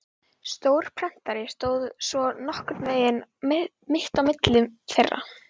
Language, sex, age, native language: Icelandic, female, 12, Icelandic